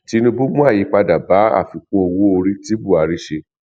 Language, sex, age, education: Yoruba, male, 46-60, tertiary